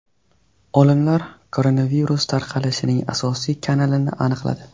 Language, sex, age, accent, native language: Uzbek, male, 18-24, Qashqadaryo, Uzbek